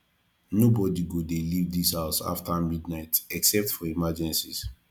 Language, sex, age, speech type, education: Nigerian Pidgin, male, 15-29, spontaneous, tertiary